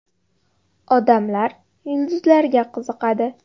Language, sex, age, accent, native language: Uzbek, female, under 19, Farg'ona, Uzbek